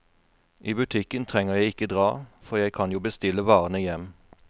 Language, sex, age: Norwegian, male, 41